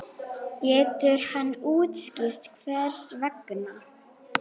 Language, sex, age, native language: Icelandic, female, 9, Icelandic